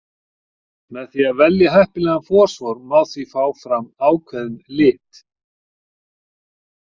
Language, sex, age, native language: Icelandic, male, 40-49, Icelandic